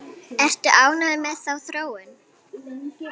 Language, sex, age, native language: Icelandic, female, 9, Icelandic